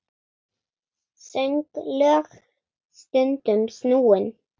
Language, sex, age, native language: Icelandic, female, 8, Icelandic